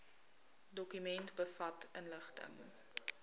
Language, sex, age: Afrikaans, female, 21